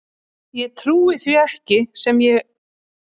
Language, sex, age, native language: Icelandic, female, 30-39, Icelandic